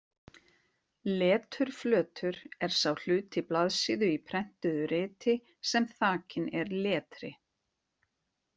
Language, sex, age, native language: Icelandic, female, 40-49, Icelandic